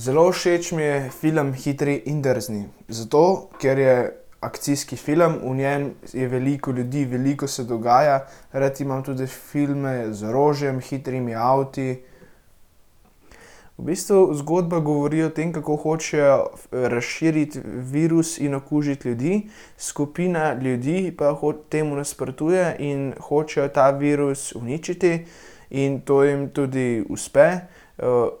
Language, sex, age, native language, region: Slovenian, male, 18-29, Slovenian, Central Slovenia